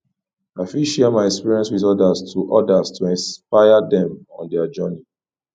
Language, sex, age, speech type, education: Nigerian Pidgin, male, 15-29, spontaneous, tertiary